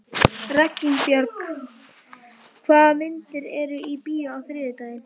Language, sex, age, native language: Icelandic, male, 11, Icelandic